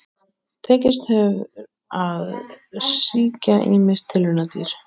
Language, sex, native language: Icelandic, male, Icelandic